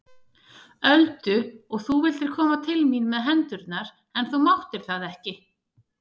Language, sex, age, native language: Icelandic, female, 30-39, Icelandic